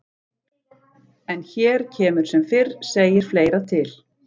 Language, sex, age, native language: Icelandic, female, 40-49, Icelandic